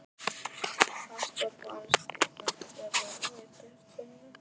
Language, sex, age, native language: Icelandic, male, 11, Icelandic